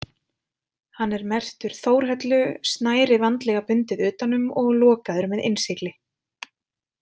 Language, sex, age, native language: Icelandic, female, 20-29, Icelandic